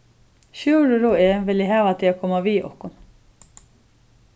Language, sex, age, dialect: Faroese, female, 36-60, Suðurstreymoy